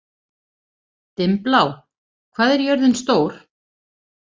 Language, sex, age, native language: Icelandic, female, 40-49, Icelandic